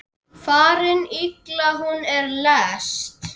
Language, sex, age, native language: Icelandic, male, 10, Icelandic